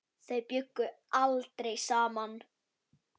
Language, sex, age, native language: Icelandic, female, 9, Icelandic